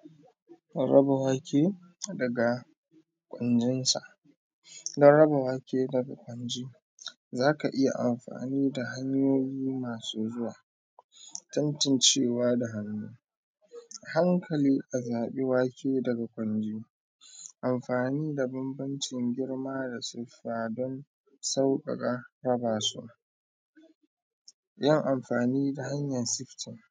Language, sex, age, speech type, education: Hausa, male, 15-29, spontaneous, primary